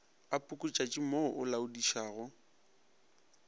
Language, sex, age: Northern Sotho, male, 22